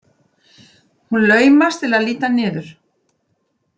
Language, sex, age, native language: Icelandic, female, 20-29, Icelandic